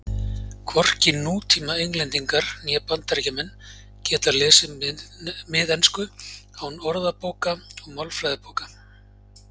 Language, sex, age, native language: Icelandic, male, 40-49, Icelandic